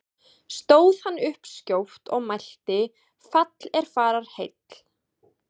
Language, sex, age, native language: Icelandic, female, 20-29, Icelandic